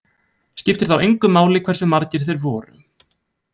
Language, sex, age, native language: Icelandic, male, 20-29, Icelandic